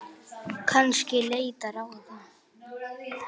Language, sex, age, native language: Icelandic, male, 9, Icelandic